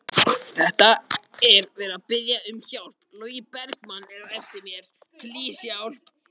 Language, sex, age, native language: Icelandic, other, 18-19, Icelandic